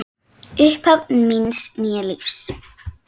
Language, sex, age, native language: Icelandic, female, 7, Icelandic